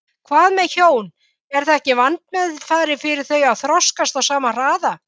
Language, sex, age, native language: Icelandic, female, 50-59, Icelandic